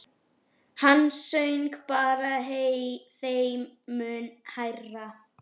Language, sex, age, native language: Icelandic, female, 11, Icelandic